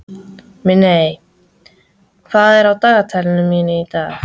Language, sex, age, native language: Icelandic, female, 13, Icelandic